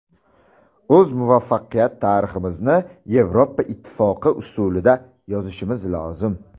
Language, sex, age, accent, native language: Uzbek, male, 19-29, Buxoro, Uzbek